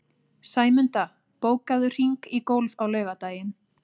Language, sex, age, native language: Icelandic, female, 30-39, Icelandic